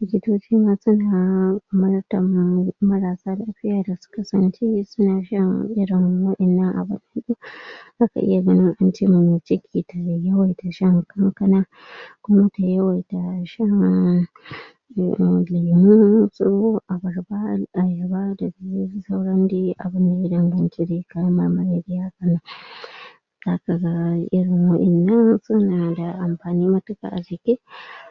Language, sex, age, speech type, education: Hausa, female, 46-60, spontaneous, tertiary